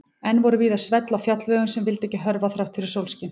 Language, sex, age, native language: Icelandic, female, 18-19, Icelandic